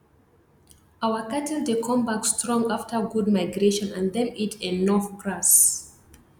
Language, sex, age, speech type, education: Nigerian Pidgin, female, 30-45, spontaneous, tertiary